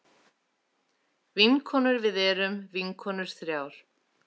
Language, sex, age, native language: Icelandic, female, 30-39, Icelandic